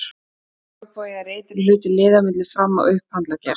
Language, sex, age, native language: Icelandic, female, 30-39, Icelandic